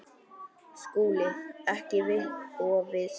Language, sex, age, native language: Icelandic, male, 10, Icelandic